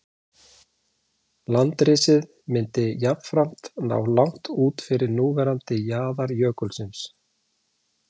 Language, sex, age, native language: Icelandic, male, 40-49, Icelandic